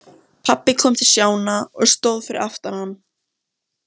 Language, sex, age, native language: Icelandic, female, 14, Icelandic